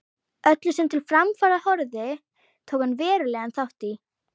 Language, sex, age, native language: Icelandic, female, 11, Icelandic